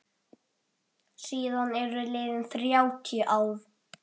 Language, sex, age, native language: Icelandic, male, 8, Icelandic